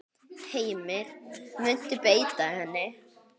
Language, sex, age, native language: Icelandic, male, 9, Icelandic